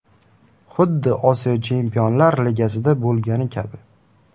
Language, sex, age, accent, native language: Uzbek, male, 18-24, Qashqadaryo, Uzbek